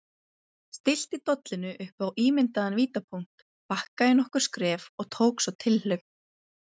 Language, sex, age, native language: Icelandic, female, 30-39, Icelandic